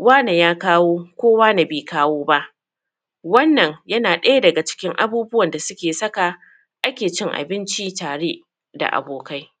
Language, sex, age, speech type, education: Hausa, female, 30-45, spontaneous, secondary